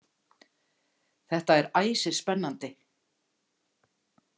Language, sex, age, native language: Icelandic, female, 50-59, Icelandic